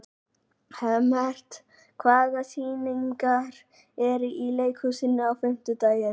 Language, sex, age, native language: Icelandic, male, 18-19, Icelandic